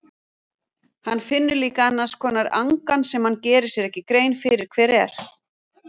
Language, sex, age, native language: Icelandic, female, 40-49, Icelandic